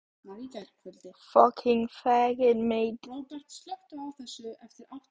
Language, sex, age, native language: Icelandic, female, 15, Icelandic